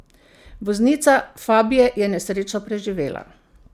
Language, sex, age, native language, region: Slovenian, female, 50-59, Slovenian, Central Slovenia